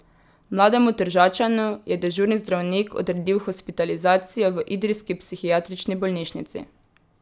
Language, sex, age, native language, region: Slovenian, female, 18-29, Slovenian, Drava region